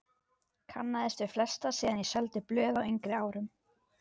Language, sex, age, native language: Icelandic, female, 12, Icelandic